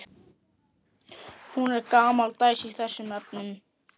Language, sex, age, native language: Icelandic, male, 11, Icelandic